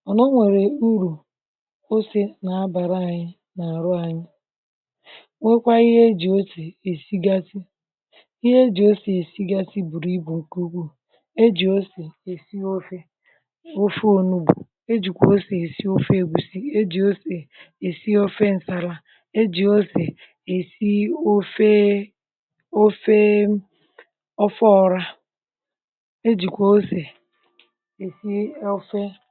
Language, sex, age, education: Igbo, female, 60+, tertiary